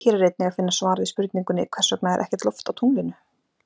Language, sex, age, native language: Icelandic, female, 40-49, Icelandic